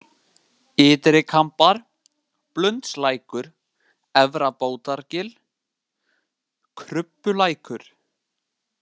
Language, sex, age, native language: Icelandic, male, 18-19, Icelandic